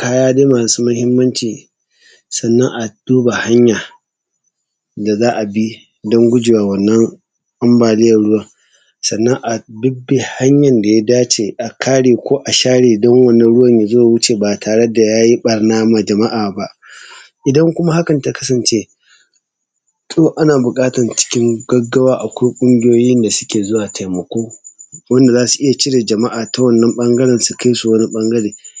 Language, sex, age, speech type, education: Hausa, male, 30-45, spontaneous, tertiary